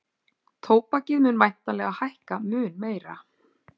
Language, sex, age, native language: Icelandic, female, 40-49, Icelandic